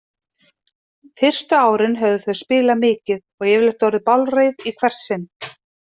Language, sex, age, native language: Icelandic, female, 30-39, Icelandic